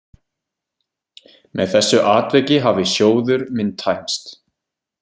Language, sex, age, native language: Icelandic, male, 20-29, Icelandic